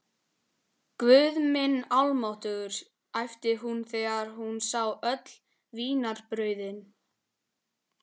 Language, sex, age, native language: Icelandic, male, 12, Icelandic